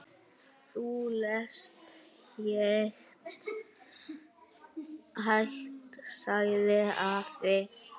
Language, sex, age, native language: Icelandic, male, 8, Icelandic